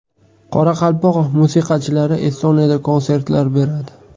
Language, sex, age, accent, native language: Uzbek, male, 18-24, Buxoro, Uzbek